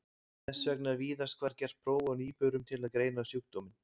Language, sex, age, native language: Icelandic, male, 20-29, Icelandic